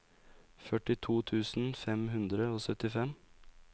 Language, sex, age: Norwegian, male, 20